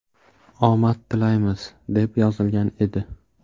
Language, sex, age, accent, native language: Uzbek, male, 18-24, Buxoro, Uzbek